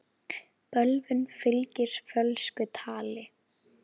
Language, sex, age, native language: Icelandic, female, 10, Icelandic